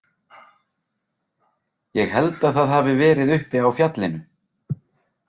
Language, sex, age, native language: Icelandic, male, 40-49, Icelandic